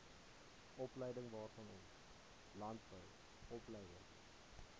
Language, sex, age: Afrikaans, male, 20